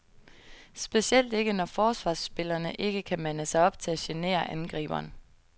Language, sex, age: Danish, female, 22